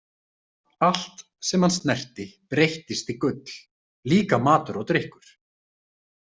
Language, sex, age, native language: Icelandic, male, 30-39, Icelandic